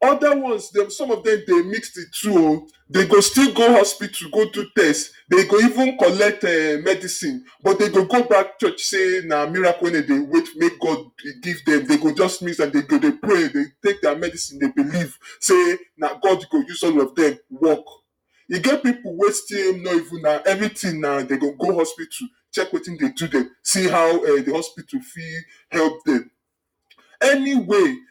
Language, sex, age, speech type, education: Nigerian Pidgin, male, 46-60, spontaneous, tertiary